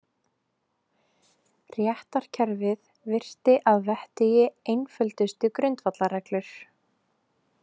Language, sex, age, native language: Icelandic, female, 18-19, Icelandic